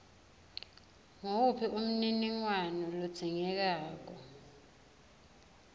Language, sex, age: Swati, female, 21